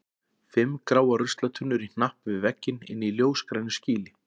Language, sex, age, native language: Icelandic, male, 40-49, Icelandic